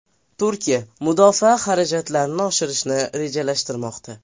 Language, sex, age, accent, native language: Uzbek, male, 12-17, Farg'ona, Uzbek